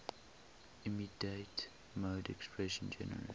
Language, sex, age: English, male, 18